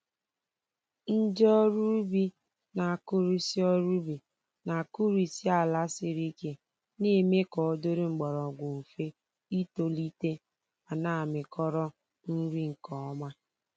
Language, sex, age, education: Igbo, female, 15-29, tertiary